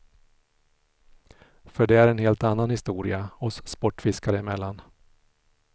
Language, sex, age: Swedish, male, 46